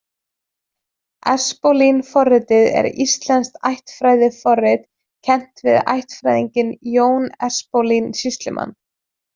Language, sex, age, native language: Icelandic, female, 20-29, Icelandic